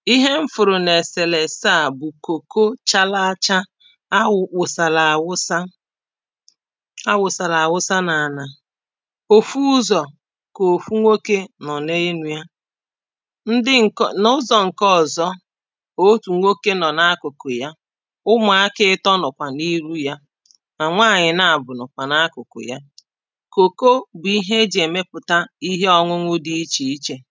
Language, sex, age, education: Igbo, female, 30-45, primary